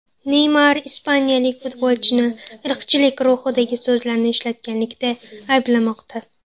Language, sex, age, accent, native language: Uzbek, female, 18-24, Namangan, Uzbek